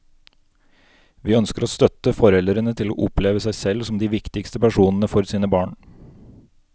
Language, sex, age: Norwegian, male, 29